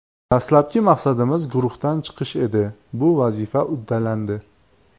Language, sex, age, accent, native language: Uzbek, male, 25-34, Jizzax, Uzbek